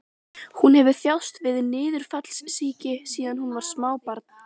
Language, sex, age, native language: Icelandic, female, 12, Icelandic